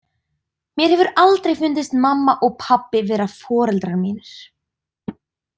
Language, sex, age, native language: Icelandic, female, 20-29, Icelandic